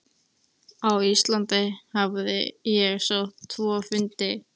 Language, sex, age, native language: Icelandic, female, 13, Icelandic